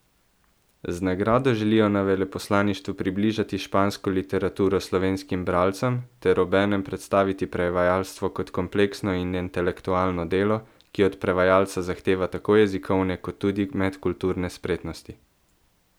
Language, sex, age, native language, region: Slovenian, male, 18-29, Slovenian, Central Slovenia